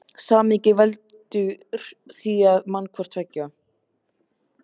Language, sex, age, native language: Icelandic, male, 13, Icelandic